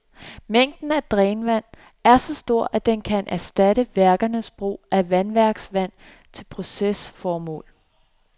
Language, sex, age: Danish, female, 26